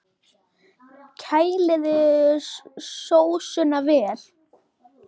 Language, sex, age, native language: Icelandic, male, 10, Icelandic